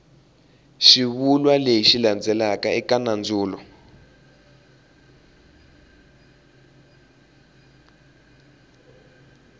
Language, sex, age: Tsonga, male, 18